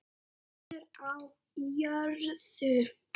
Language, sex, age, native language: Icelandic, male, 6, Icelandic